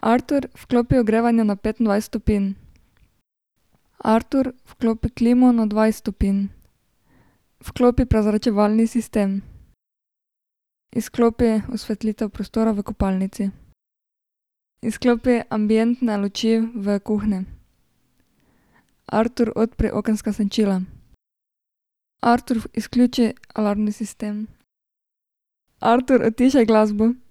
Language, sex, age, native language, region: Slovenian, female, 18-29, Slovenian, Drava region